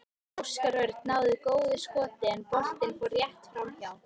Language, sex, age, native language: Icelandic, female, 18-19, Icelandic